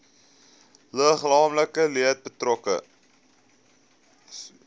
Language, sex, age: Afrikaans, male, 19